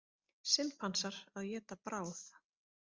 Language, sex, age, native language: Icelandic, female, 30-39, Icelandic